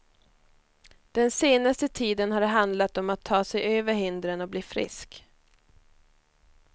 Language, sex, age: Swedish, female, 21